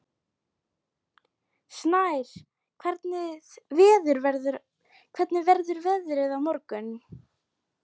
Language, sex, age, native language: Icelandic, female, 11, Polish